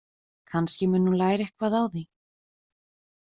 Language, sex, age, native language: Icelandic, female, 20-29, Icelandic